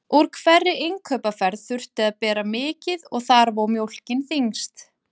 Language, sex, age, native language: Icelandic, female, 40-49, Icelandic